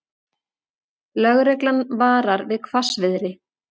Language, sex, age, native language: Icelandic, female, 40-49, Icelandic